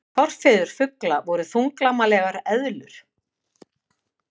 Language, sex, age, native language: Icelandic, female, 50-59, Icelandic